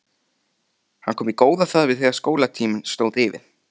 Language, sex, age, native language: Icelandic, male, 13, Icelandic